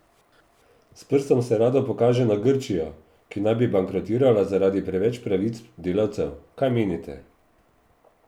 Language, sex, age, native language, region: Slovenian, male, 50-59, Slovenian, Drava region